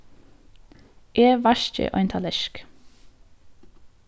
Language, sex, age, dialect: Faroese, female, 15-35, Norðurstreymoy/Eysturoy